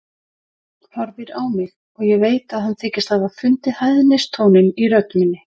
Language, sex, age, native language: Icelandic, female, 50-59, Icelandic